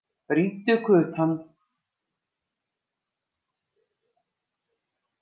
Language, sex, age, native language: Icelandic, female, 50-59, Icelandic